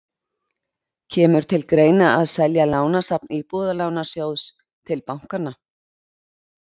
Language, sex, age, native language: Icelandic, female, 50-59, Icelandic